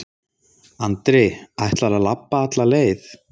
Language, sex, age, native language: Icelandic, male, 30-39, Icelandic